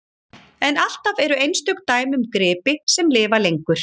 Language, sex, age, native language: Icelandic, female, 40-49, Icelandic